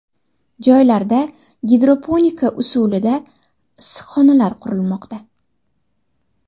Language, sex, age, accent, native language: Uzbek, female, under 19, Andijon, Uzbek